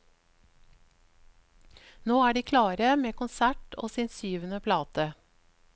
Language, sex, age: Norwegian, female, 54